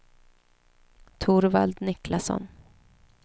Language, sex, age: Swedish, female, 29